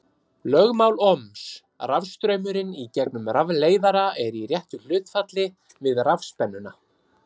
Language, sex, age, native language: Icelandic, male, 30-39, Icelandic